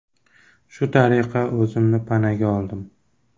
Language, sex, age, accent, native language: Uzbek, male, 18-24, Xorazm, Uzbek